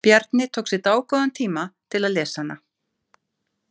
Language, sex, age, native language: Icelandic, female, 50-59, Icelandic